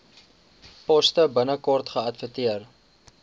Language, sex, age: Afrikaans, male, 19